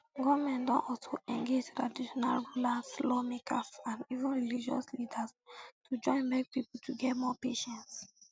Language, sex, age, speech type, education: Nigerian Pidgin, female, 15-29, spontaneous, secondary